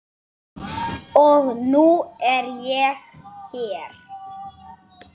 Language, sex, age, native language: Icelandic, male, 9, Icelandic